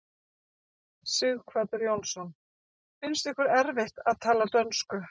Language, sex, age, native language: Icelandic, female, 40-49, Icelandic